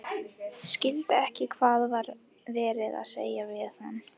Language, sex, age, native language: Icelandic, female, 12, Icelandic